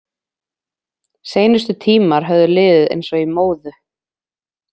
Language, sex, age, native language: Icelandic, female, 20-29, Icelandic